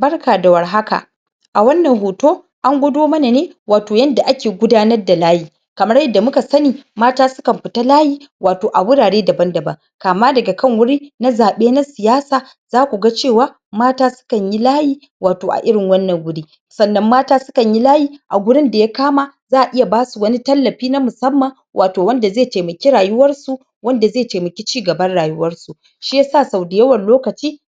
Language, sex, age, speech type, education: Hausa, female, 30-45, spontaneous, tertiary